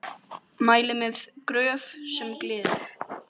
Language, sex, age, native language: Icelandic, male, 10, Icelandic